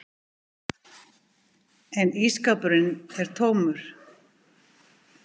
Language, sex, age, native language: Icelandic, female, 50-59, Icelandic